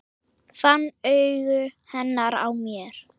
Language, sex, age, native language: Icelandic, female, 9, Icelandic